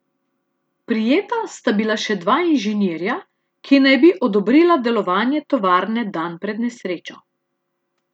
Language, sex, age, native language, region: Slovenian, female, 30-49, Slovenian, Central Slovenia